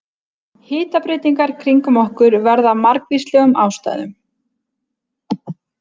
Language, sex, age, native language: Icelandic, female, 20-29, Icelandic